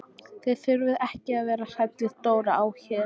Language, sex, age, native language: Icelandic, female, 14, Icelandic